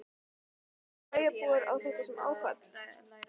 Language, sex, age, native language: Icelandic, female, 12, Icelandic